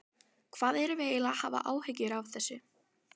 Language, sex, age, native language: Icelandic, female, 12, Icelandic